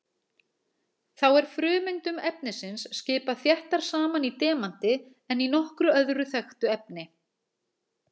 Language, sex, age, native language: Icelandic, female, 40-49, Icelandic